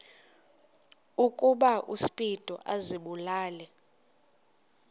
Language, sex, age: Xhosa, female, 24